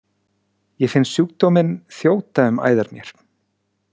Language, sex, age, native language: Icelandic, male, 40-49, Icelandic